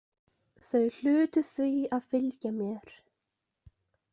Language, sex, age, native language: Icelandic, female, 20-29, Icelandic